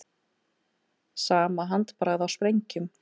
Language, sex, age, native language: Icelandic, female, 30-39, Icelandic